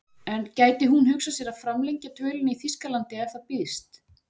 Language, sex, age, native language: Icelandic, female, 40-49, Icelandic